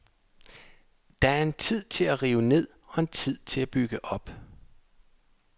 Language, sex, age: Danish, male, 27